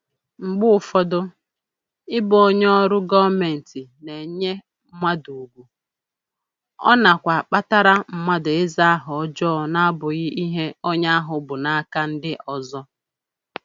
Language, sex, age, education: Igbo, female, 30-45, tertiary